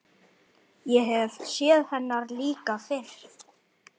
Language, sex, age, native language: Icelandic, male, 11, Icelandic